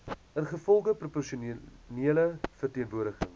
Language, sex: Afrikaans, male